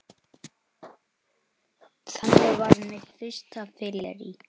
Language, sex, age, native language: Icelandic, male, 9, Icelandic